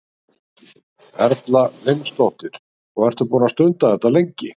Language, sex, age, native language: Icelandic, male, 60-69, Icelandic